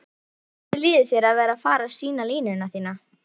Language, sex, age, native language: Icelandic, female, 11, Icelandic